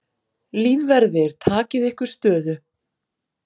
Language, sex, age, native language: Icelandic, female, 40-49, Icelandic